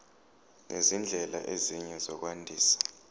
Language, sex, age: Zulu, male, 29